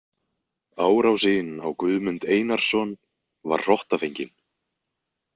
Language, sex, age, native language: Icelandic, male, 20-29, Icelandic